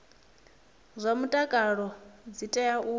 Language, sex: Venda, female